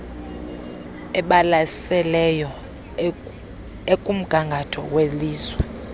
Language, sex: Xhosa, female